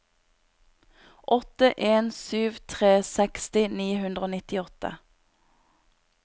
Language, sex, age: Norwegian, female, 26